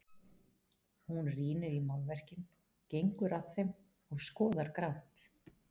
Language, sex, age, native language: Icelandic, female, 40-49, Icelandic